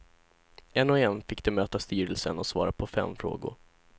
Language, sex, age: Swedish, male, 16